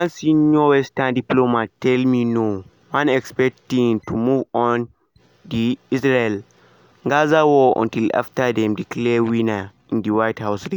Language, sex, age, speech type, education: Nigerian Pidgin, male, 15-29, spontaneous, secondary